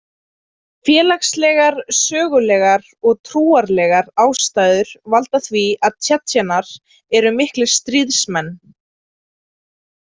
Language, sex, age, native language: Icelandic, female, 20-29, Icelandic